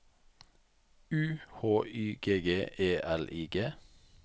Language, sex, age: Norwegian, male, 44